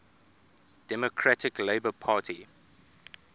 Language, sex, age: English, male, 24